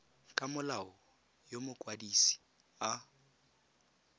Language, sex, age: Tswana, male, 20